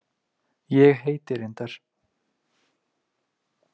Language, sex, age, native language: Icelandic, male, 20-29, Icelandic